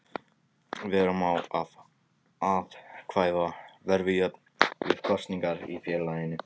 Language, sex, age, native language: Icelandic, male, 14, Icelandic